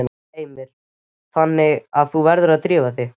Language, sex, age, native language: Icelandic, male, 13, Icelandic